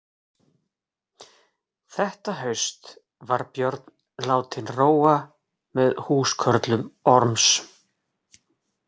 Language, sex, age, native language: Icelandic, male, 40-49, Icelandic